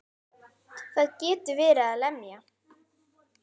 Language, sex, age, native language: Icelandic, female, 10, Icelandic